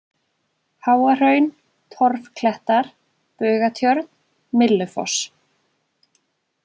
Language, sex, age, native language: Icelandic, female, 20-29, Icelandic